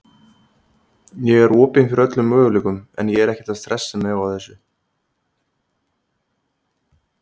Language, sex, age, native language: Icelandic, male, 30-39, Icelandic